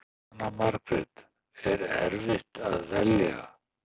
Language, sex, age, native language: Icelandic, male, 60-69, Icelandic